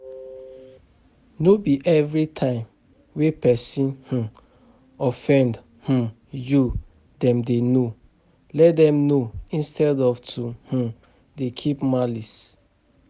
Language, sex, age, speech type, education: Nigerian Pidgin, male, 30-45, spontaneous, tertiary